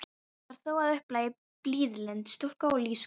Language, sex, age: Icelandic, female, 13